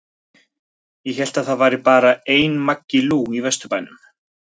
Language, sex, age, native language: Icelandic, male, 20-29, Icelandic